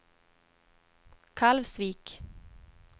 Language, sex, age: Swedish, female, 31